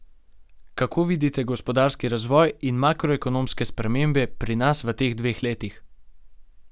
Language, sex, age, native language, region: Slovenian, male, 18-29, Slovenian, Gorenjska region